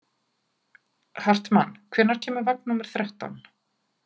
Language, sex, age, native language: Icelandic, female, 40-49, Icelandic